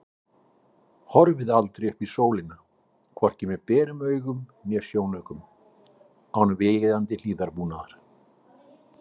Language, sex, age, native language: Icelandic, male, 60-69, Icelandic